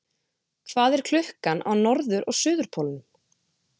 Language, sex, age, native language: Icelandic, female, 20-29, Icelandic